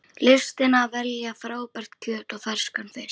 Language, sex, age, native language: Icelandic, female, 11, Icelandic